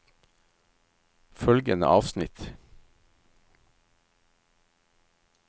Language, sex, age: Norwegian, male, 51